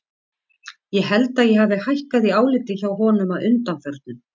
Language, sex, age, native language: Icelandic, female, 50-59, Icelandic